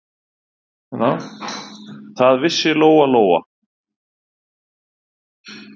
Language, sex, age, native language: Icelandic, male, 30-39, Icelandic